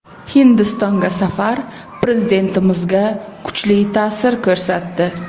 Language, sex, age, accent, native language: Uzbek, male, 25-34, Buxoro, Uzbek